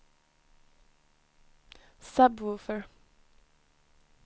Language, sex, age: Swedish, female, 20